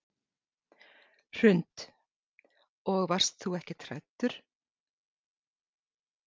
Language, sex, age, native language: Icelandic, female, 60-69, Icelandic